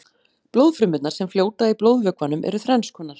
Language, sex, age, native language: Icelandic, female, 40-49, Icelandic